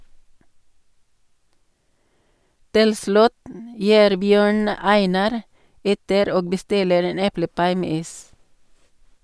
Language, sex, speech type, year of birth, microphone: Norwegian, female, read, 1962, Sennheiser